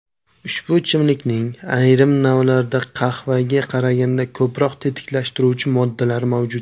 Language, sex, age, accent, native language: Uzbek, male, 19-29, Surxondaryo, Uzbek